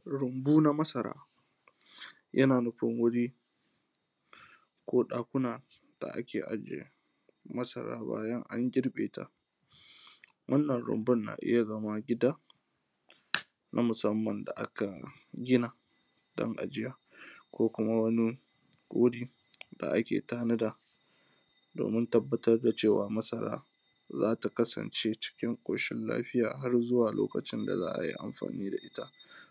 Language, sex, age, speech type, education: Hausa, male, 15-29, spontaneous, tertiary